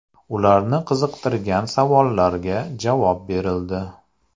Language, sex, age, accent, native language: Uzbek, male, 35+, Andijon, Uzbek